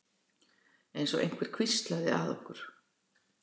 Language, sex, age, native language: Icelandic, female, 60-69, Icelandic